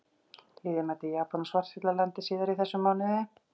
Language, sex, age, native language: Icelandic, female, 40-49, Icelandic